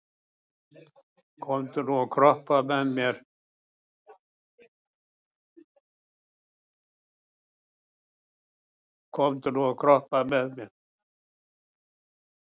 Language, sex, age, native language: Icelandic, male, 60-69, Icelandic